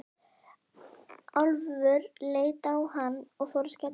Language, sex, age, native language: Icelandic, female, 11, Icelandic